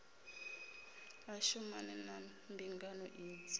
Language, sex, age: Venda, female, 33